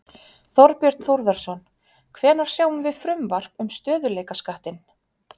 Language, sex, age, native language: Icelandic, female, 30-39, Icelandic